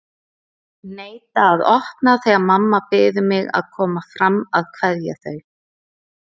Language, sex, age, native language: Icelandic, female, 30-39, Icelandic